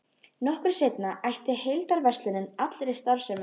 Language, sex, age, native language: Icelandic, female, 13, Icelandic